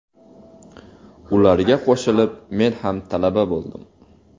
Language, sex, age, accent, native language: Uzbek, male, 18-24, Toshkent shahri, Uzbek